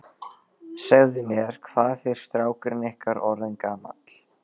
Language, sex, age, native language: Icelandic, male, 12, Icelandic